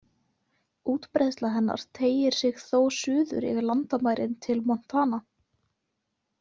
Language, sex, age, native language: Icelandic, female, 18-19, Icelandic